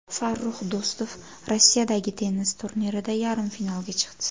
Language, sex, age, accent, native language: Uzbek, female, 18-24, Jizzax, Uzbek